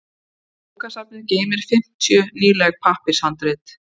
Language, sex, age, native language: Icelandic, female, 30-39, Icelandic